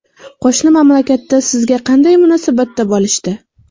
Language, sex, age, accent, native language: Uzbek, female, 25-34, Sirdaryo, Uzbek